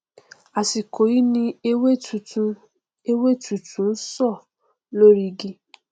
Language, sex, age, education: Yoruba, female, 15-29, tertiary